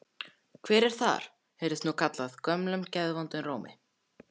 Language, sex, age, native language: Icelandic, male, 14, Icelandic